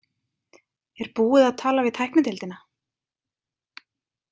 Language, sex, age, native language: Icelandic, female, 20-29, Icelandic